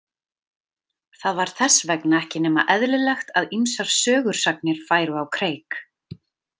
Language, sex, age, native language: Icelandic, female, 30-39, Icelandic